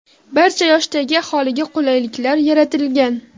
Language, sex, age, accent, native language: Uzbek, female, 18-24, Farg'ona, Uzbek